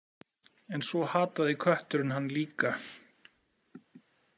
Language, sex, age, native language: Icelandic, male, 40-49, Icelandic